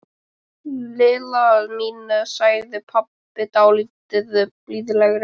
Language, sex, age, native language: Icelandic, male, 12, Icelandic